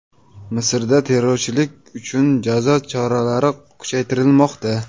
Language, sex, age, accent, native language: Uzbek, male, 25-34, Toshkent viloyati, Uzbek